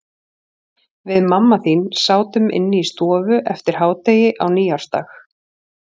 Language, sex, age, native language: Icelandic, female, 40-49, Icelandic